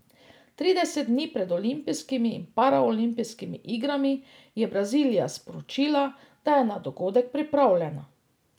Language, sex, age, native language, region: Slovenian, female, 50-59, Slovenian, Drava region